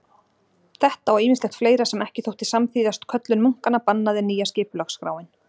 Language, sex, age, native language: Icelandic, female, 40-49, Icelandic